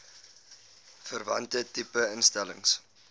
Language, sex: Afrikaans, male